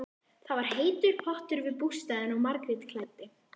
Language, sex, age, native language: Icelandic, female, 11, Icelandic